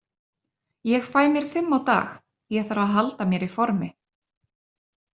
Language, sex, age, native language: Icelandic, female, 30-39, Icelandic